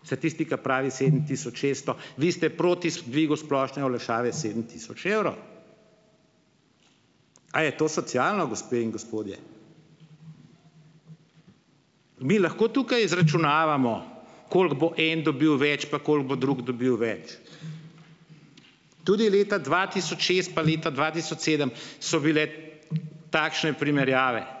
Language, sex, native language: Slovenian, male, Slovenian